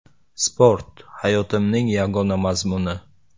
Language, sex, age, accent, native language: Uzbek, male, 18-24, Samarqand, Uzbek